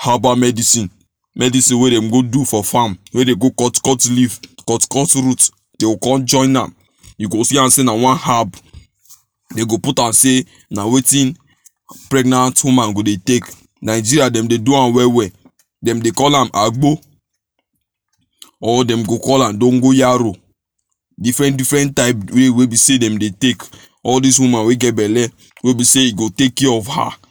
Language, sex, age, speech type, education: Nigerian Pidgin, male, 15-29, spontaneous, tertiary